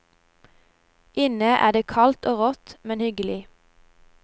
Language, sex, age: Norwegian, female, 17